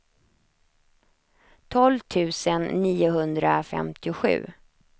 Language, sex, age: Swedish, female, 28